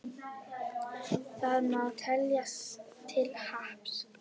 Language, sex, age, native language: Icelandic, female, 10, Icelandic